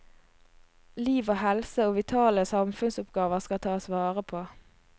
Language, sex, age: Norwegian, female, 22